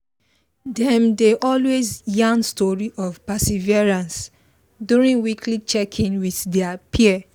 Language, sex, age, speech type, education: Nigerian Pidgin, female, 15-29, spontaneous, tertiary